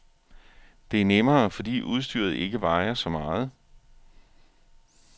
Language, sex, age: Danish, male, 41